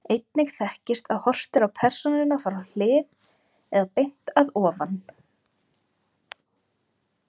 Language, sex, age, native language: Icelandic, female, 30-39, Icelandic